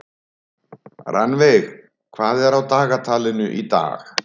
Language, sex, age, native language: Icelandic, male, 70-79, Icelandic